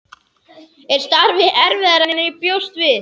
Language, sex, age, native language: Icelandic, male, 11, Icelandic